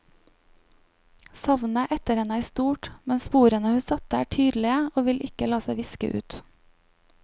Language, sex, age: Norwegian, female, 25